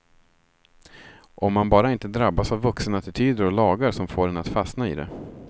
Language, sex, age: Swedish, male, 36